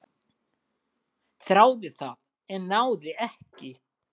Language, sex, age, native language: Icelandic, male, 40-49, Icelandic